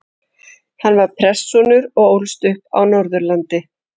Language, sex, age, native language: Icelandic, female, 40-49, Icelandic